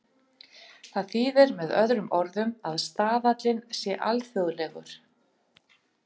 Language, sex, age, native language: Icelandic, female, 50-59, Icelandic